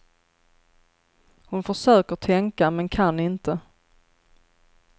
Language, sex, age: Swedish, female, 33